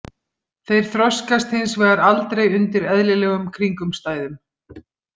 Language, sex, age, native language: Icelandic, female, 50-59, Icelandic